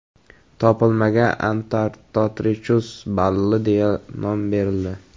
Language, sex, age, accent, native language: Uzbek, male, 18-24, Samarqand, Uzbek